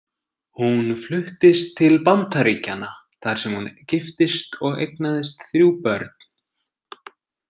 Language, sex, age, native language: Icelandic, male, 20-29, Icelandic